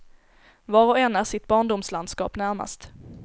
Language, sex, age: Swedish, female, 17